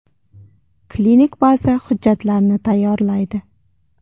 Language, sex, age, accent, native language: Uzbek, female, 19-29, Toshkent shahri, Uzbek